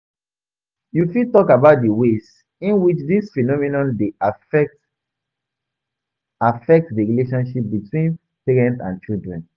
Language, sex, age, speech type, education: Nigerian Pidgin, male, 15-29, spontaneous, tertiary